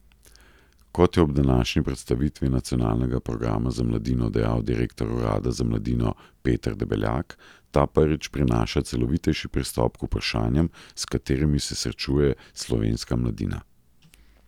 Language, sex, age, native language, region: Slovenian, male, 30-49, Slovenian, Central Slovenia